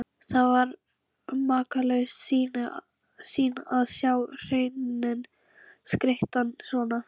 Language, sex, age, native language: Icelandic, female, 11, Icelandic